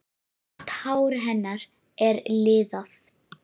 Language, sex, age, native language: Icelandic, female, 10, Icelandic